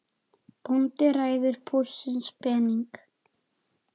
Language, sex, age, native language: Icelandic, male, 7, Icelandic